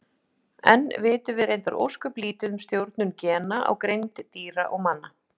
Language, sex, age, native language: Icelandic, female, 50-59, Icelandic